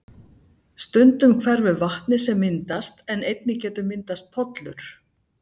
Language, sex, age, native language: Icelandic, female, 60-69, Icelandic